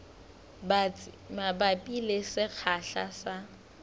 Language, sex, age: Southern Sotho, female, 25